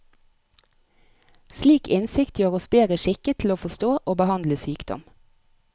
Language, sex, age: Norwegian, female, 30